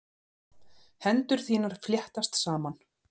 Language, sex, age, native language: Icelandic, female, 40-49, Icelandic